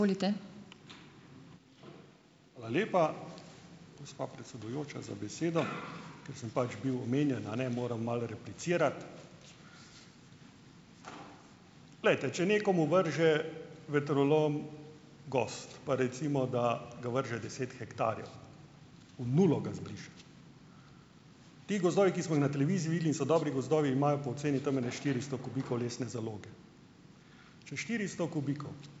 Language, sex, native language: Slovenian, male, Slovenian